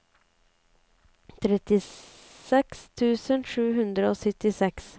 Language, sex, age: Norwegian, female, 35